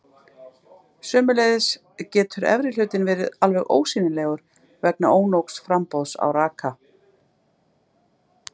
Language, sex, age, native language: Icelandic, female, 50-59, Icelandic